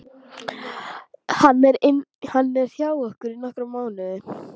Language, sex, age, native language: Icelandic, female, 12, Icelandic